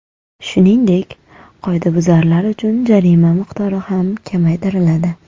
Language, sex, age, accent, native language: Uzbek, female, 18-24, Toshkent shahri, Uzbek